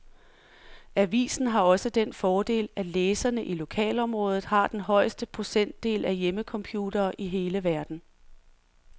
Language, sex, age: Danish, female, 46